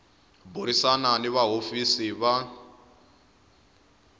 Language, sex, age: Tsonga, male, 21